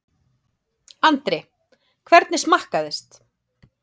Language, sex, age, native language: Icelandic, female, 30-39, Icelandic